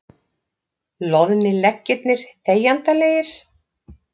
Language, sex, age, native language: Icelandic, female, 50-59, Icelandic